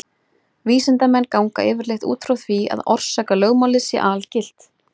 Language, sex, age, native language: Icelandic, female, 20-29, Icelandic